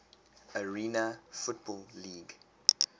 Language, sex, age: English, male, 23